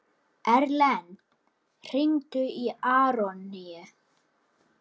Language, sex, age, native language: Icelandic, male, 11, Icelandic